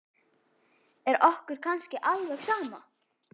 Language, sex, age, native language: Icelandic, female, 10, Icelandic